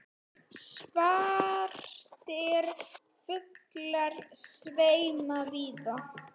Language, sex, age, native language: Icelandic, female, 9, Icelandic